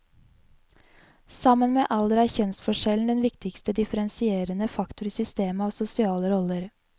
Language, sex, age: Norwegian, female, 20